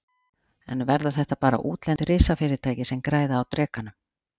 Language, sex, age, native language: Icelandic, female, 40-49, Icelandic